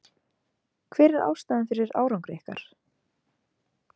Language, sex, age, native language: Icelandic, female, 20-29, Icelandic